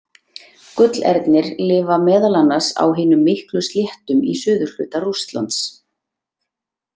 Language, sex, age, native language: Icelandic, female, 30-39, Icelandic